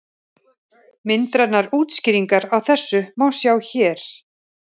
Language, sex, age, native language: Icelandic, male, 30-39, Icelandic